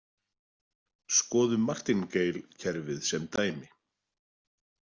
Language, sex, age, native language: Icelandic, male, 40-49, Icelandic